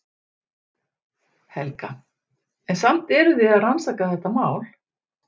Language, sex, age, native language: Icelandic, female, 60-69, Icelandic